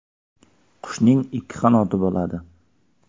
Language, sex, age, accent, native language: Uzbek, male, 25-34, Xorazm, Uzbek